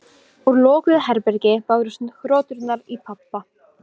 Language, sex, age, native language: Icelandic, female, 15, Polish